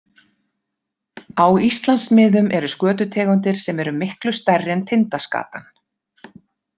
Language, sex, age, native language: Icelandic, female, 50-59, Icelandic